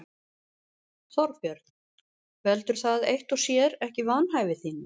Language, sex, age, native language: Icelandic, female, 50-59, Icelandic